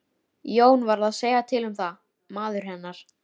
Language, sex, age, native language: Icelandic, female, 13, Icelandic